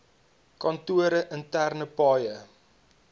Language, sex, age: Afrikaans, male, 22